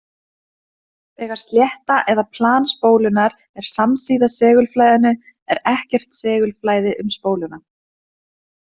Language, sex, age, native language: Icelandic, female, 20-29, Icelandic